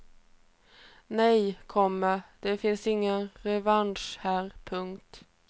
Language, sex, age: Swedish, female, 28